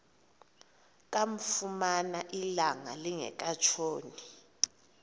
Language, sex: Xhosa, female